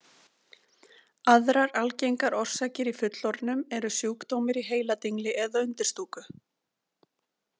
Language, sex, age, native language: Icelandic, female, 40-49, Icelandic